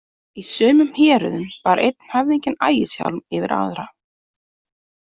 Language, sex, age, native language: Icelandic, female, 30-39, Icelandic